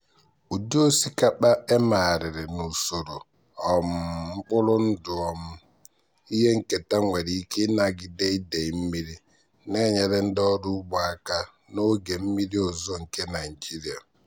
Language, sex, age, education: Igbo, male, 15-29, tertiary